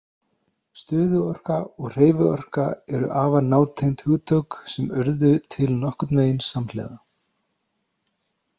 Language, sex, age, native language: Icelandic, male, 30-39, Icelandic